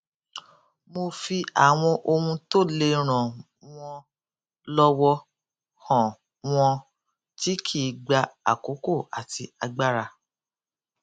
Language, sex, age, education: Yoruba, female, 46-60, tertiary